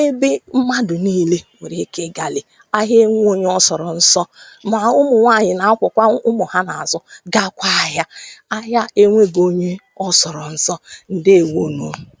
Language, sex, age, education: Igbo, female, 30-45, tertiary